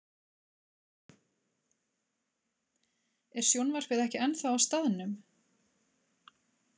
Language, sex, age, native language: Icelandic, female, 30-39, Icelandic